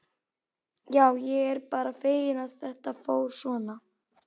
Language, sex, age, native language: Icelandic, female, 11, Icelandic